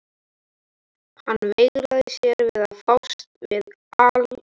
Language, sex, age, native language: Icelandic, male, 12, Italian